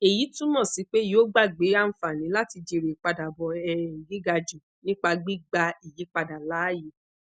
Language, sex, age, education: Yoruba, female, 15-29, tertiary